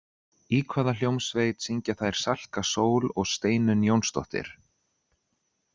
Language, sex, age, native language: Icelandic, male, 30-39, Icelandic